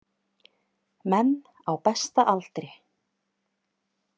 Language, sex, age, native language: Icelandic, female, 30-39, Icelandic